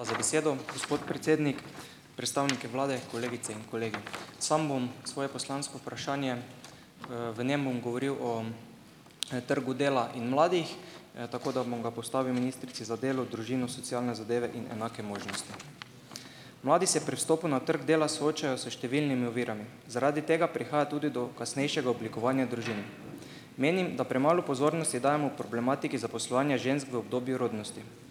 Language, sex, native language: Slovenian, male, Slovenian